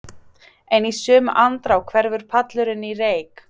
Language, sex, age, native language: Icelandic, female, 30-39, Icelandic